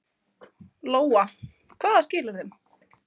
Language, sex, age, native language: Icelandic, female, 20-29, Icelandic